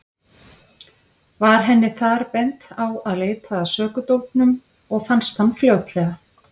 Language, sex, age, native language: Icelandic, female, 50-59, Icelandic